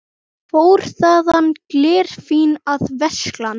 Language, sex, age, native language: Icelandic, male, 9, Icelandic